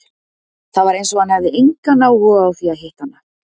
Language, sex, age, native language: Icelandic, female, 50-59, Icelandic